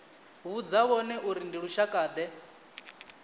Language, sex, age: Venda, male, 19